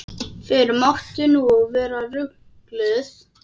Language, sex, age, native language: Icelandic, male, 10, Icelandic